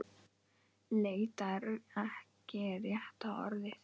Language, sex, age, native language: Icelandic, male, 9, Icelandic